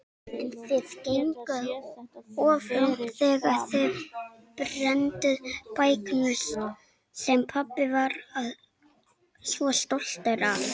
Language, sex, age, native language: Icelandic, female, 18-19, Icelandic